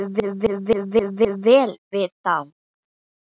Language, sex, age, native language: Icelandic, female, 9, Icelandic